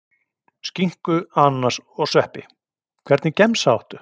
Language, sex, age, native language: Icelandic, male, 40-49, Icelandic